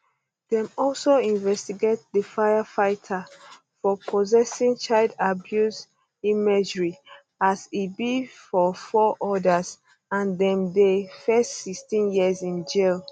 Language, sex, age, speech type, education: Nigerian Pidgin, female, 15-29, spontaneous, tertiary